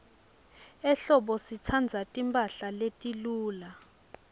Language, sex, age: Swati, female, 22